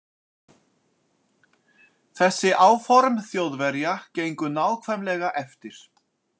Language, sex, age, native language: Icelandic, male, 40-49, Icelandic